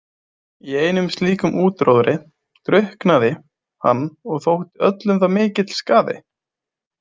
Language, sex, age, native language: Icelandic, male, 20-29, Icelandic